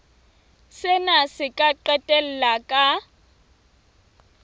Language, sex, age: Southern Sotho, female, 21